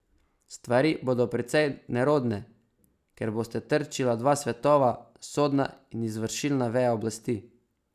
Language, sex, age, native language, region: Slovenian, male, 18-29, Slovenian, Savinja region